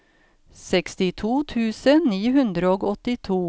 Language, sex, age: Norwegian, female, 53